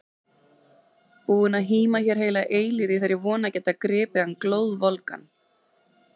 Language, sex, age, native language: Icelandic, female, 30-39, Icelandic